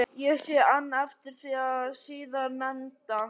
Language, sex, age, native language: Icelandic, male, 11, Icelandic